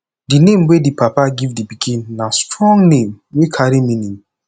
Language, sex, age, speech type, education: Nigerian Pidgin, male, 15-29, spontaneous, tertiary